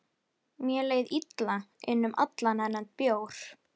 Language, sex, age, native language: Icelandic, female, 11, Icelandic